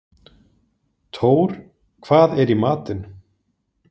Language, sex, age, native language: Icelandic, male, 30-39, Icelandic